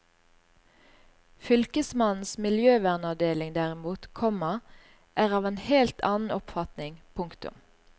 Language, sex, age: Norwegian, female, 38